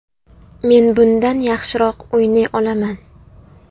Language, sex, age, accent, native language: Uzbek, female, 19-29, Toshkent viloyati, Uzbek